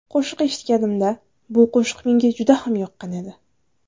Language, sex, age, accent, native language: Uzbek, female, 19-29, Navoiy, Uzbek